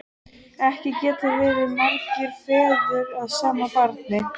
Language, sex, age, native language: Icelandic, female, 13, Icelandic